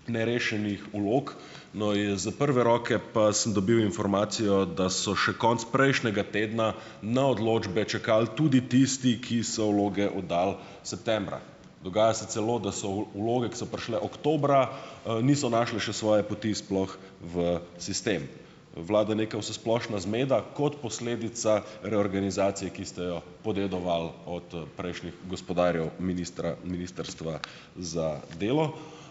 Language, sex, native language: Slovenian, male, Slovenian